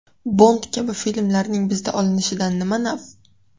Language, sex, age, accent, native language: Uzbek, female, 18-24, Toshkent shahri, Uzbek